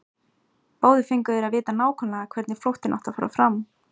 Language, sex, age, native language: Icelandic, female, 18-19, Icelandic